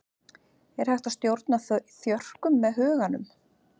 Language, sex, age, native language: Icelandic, female, 40-49, Icelandic